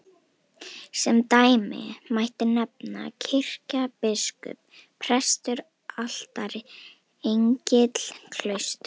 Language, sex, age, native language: Icelandic, female, 18-19, Icelandic